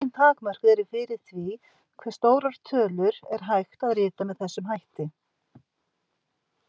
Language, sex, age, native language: Icelandic, female, 50-59, Icelandic